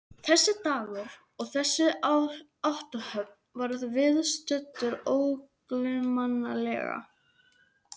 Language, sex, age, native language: Icelandic, male, 11, Icelandic